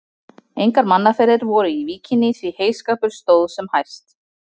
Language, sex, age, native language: Icelandic, female, 30-39, Icelandic